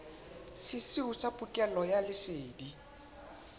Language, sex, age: Southern Sotho, male, 21